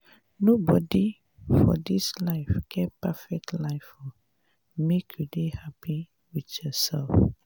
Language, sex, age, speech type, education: Nigerian Pidgin, female, 30-45, spontaneous, tertiary